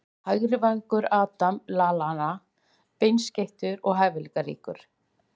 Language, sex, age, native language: Icelandic, female, 50-59, Icelandic